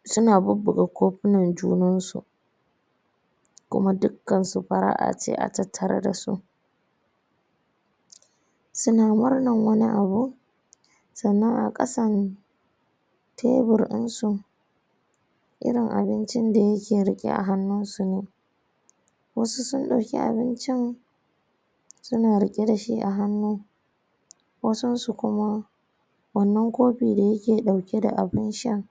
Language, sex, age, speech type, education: Hausa, female, 15-29, spontaneous, primary